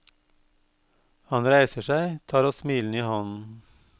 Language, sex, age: Norwegian, male, 52